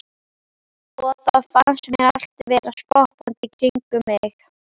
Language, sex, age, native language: Icelandic, female, 11, Icelandic